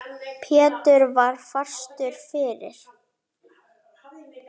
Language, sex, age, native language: Icelandic, female, 10, Icelandic